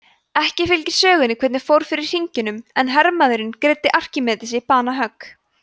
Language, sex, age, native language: Icelandic, female, 20-29, Icelandic